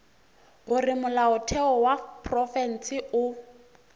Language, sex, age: Northern Sotho, female, 24